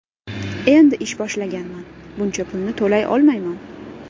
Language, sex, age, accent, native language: Uzbek, female, 18-24, Andijon, Uzbek